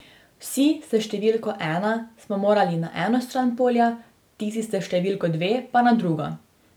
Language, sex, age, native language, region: Slovenian, female, 18-29, Slovenian, Drava region